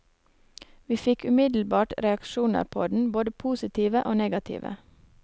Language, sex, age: Norwegian, female, 23